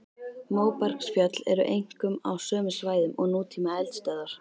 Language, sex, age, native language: Icelandic, female, 13, Icelandic